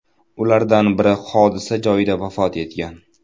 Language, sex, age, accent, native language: Uzbek, male, under 19, Toshkent viloyati, Uzbek